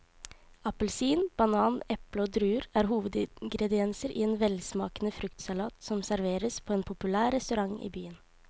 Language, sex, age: Norwegian, female, 18